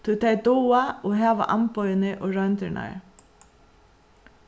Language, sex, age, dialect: Faroese, female, 36-60, Suðuroy